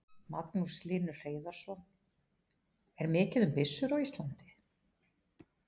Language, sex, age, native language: Icelandic, female, 40-49, Icelandic